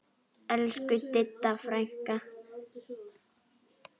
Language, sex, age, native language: Icelandic, female, 10, Icelandic